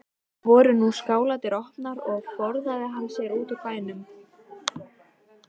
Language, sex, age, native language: Icelandic, female, 13, Icelandic